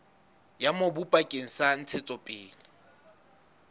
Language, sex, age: Southern Sotho, male, 19